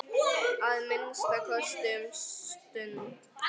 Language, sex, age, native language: Icelandic, female, 10, Icelandic